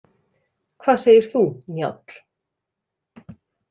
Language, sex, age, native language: Icelandic, female, 30-39, Icelandic